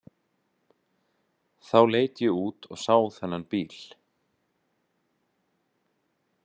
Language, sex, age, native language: Icelandic, male, 20-29, Icelandic